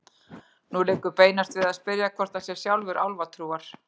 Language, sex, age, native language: Icelandic, female, 40-49, Icelandic